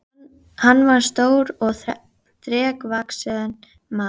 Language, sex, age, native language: Icelandic, female, 11, Icelandic